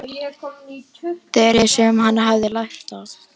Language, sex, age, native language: Icelandic, male, 12, Icelandic